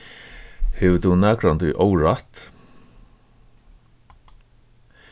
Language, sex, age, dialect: Faroese, male, 36-60, Suðurstreymoy